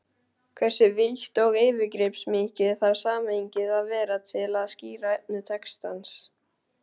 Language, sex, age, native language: Icelandic, male, 12, Icelandic